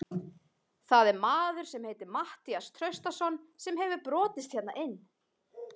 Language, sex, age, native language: Icelandic, female, 20-29, Icelandic